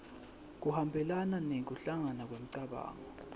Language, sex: Swati, male